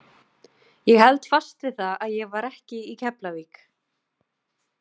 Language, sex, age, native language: Icelandic, female, 30-39, Icelandic